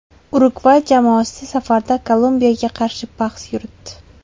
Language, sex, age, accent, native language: Uzbek, female, 18-24, Toshkent viloyati, Uzbek